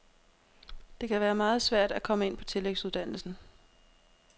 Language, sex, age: Danish, female, 32